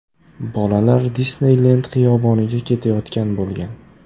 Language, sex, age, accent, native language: Uzbek, male, 18-24, Farg'ona, Uzbek